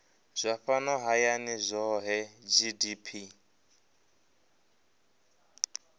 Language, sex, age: Venda, male, 23